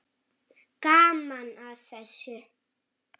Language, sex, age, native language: Icelandic, male, 7, Icelandic